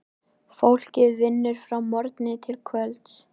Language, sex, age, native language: Icelandic, female, 13, Icelandic